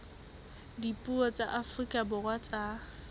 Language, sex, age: Southern Sotho, female, 21